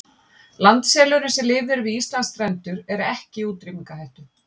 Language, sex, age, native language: Icelandic, female, 50-59, Icelandic